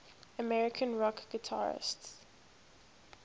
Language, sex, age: English, female, 21